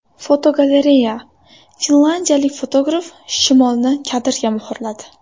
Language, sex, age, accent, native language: Uzbek, female, 18-24, Buxoro, Uzbek